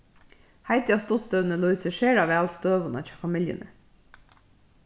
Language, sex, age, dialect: Faroese, female, 36-60, Suðurstreymoy